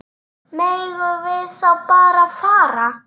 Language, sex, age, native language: Icelandic, male, 9, Icelandic